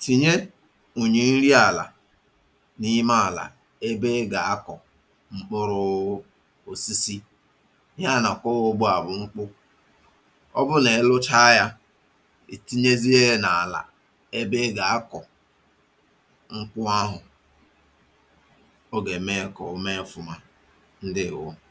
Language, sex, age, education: Igbo, male, 30-45, tertiary